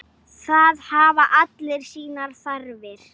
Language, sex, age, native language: Icelandic, female, 8, Icelandic